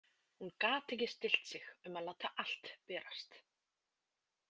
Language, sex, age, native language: Icelandic, female, 20-29, Icelandic